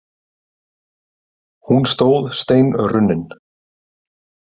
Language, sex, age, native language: Icelandic, male, 30-39, Icelandic